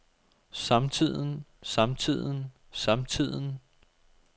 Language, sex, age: Danish, male, 24